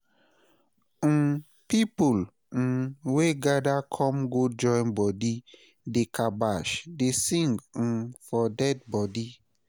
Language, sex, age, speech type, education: Nigerian Pidgin, male, 30-45, spontaneous, tertiary